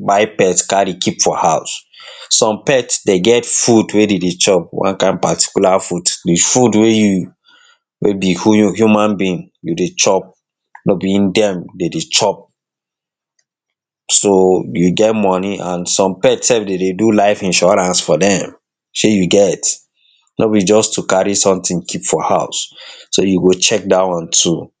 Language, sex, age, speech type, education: Nigerian Pidgin, male, 60+, spontaneous, tertiary